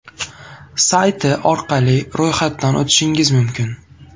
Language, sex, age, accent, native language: Uzbek, male, 18-24, Farg'ona, Uzbek